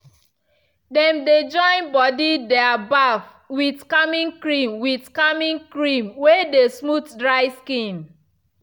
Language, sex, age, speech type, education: Nigerian Pidgin, female, 15-29, spontaneous, tertiary